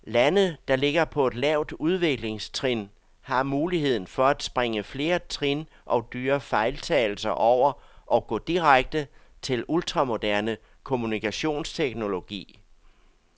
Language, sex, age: Danish, male, 62